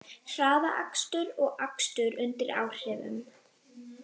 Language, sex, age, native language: Icelandic, female, 18-19, Icelandic